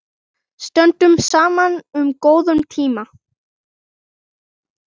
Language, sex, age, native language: Icelandic, male, 9, Icelandic